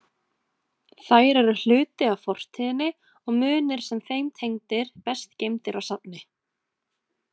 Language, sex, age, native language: Icelandic, female, 20-29, Icelandic